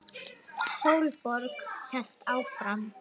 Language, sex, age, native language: Icelandic, female, 9, Icelandic